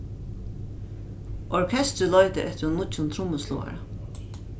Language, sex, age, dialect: Faroese, female, 36-60, Norðuroyggjar